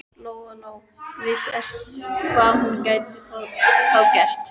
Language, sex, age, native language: Icelandic, female, 13, Icelandic